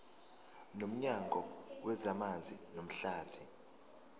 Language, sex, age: Zulu, male, 19